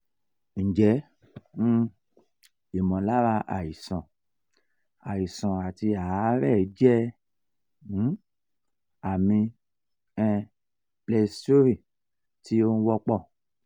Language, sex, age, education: Yoruba, male, 46-60, tertiary